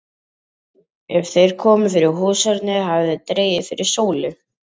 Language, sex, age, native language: Icelandic, male, 11, Icelandic